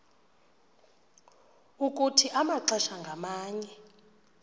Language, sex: Xhosa, female